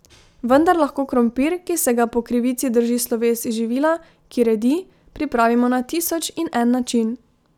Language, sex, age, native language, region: Slovenian, female, 18-29, Slovenian, Drava region